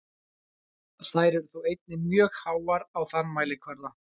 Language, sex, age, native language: Icelandic, male, 20-29, Icelandic